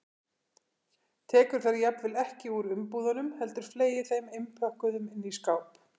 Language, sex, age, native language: Icelandic, female, 50-59, Icelandic